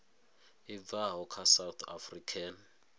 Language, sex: Venda, male